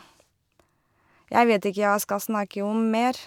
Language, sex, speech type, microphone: Norwegian, female, spontaneous, Shure